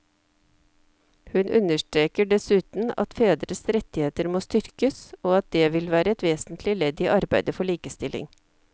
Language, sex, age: Norwegian, female, 54